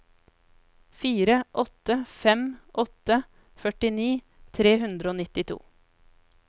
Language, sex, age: Norwegian, female, 33